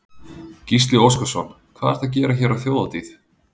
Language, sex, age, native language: Icelandic, male, 30-39, Icelandic